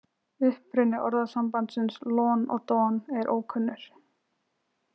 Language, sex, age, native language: Icelandic, female, 20-29, Icelandic